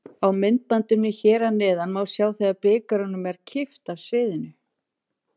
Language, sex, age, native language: Icelandic, female, 50-59, Icelandic